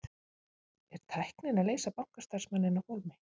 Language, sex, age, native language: Icelandic, female, 50-59, Icelandic